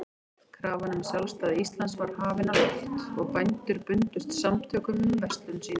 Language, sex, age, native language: Icelandic, female, 40-49, Icelandic